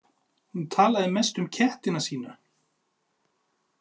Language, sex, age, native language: Icelandic, male, 40-49, Icelandic